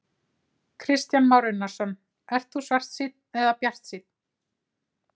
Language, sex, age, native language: Icelandic, female, 30-39, Icelandic